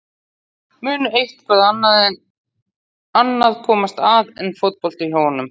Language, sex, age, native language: Icelandic, female, 40-49, Icelandic